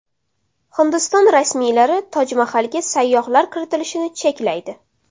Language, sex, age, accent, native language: Uzbek, female, 18-24, Samarqand, Uzbek